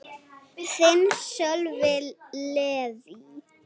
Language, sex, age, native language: Icelandic, female, 8, Icelandic